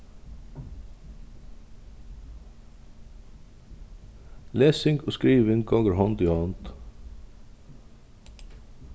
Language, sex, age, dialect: Faroese, male, 36-60, Vágar